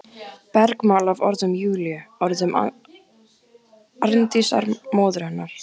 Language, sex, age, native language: Icelandic, female, 14, Icelandic